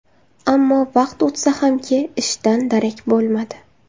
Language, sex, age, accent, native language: Uzbek, female, 19-29, Samarqand, Uzbek